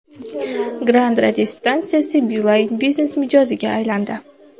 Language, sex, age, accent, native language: Uzbek, female, 18-24, Andijon, Uzbek